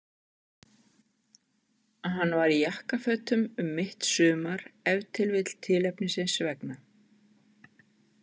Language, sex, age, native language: Icelandic, female, 50-59, Icelandic